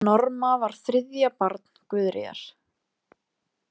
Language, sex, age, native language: Icelandic, female, 20-29, Icelandic